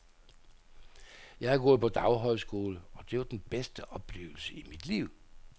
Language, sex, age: Danish, male, 67